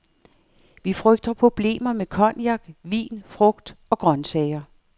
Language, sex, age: Danish, female, 58